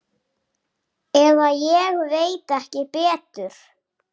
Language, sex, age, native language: Icelandic, male, 7, Icelandic